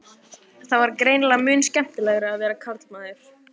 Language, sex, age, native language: Icelandic, female, 15, Icelandic